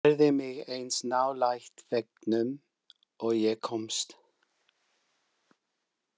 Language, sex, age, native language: Icelandic, male, 50-59, English